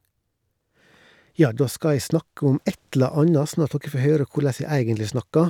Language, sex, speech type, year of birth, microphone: Norwegian, male, spontaneous, 1970, Shure